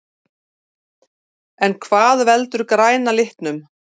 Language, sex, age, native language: Icelandic, female, 40-49, Icelandic